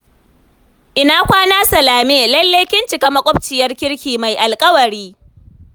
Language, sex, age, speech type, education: Hausa, female, 15-29, read, tertiary